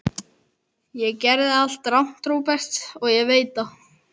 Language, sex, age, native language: Icelandic, male, 11, Icelandic